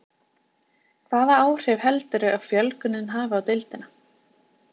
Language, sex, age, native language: Icelandic, female, 20-29, Icelandic